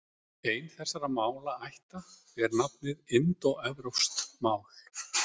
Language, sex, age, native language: Icelandic, male, 40-49, Icelandic